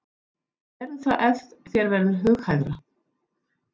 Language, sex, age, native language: Icelandic, female, 14, Icelandic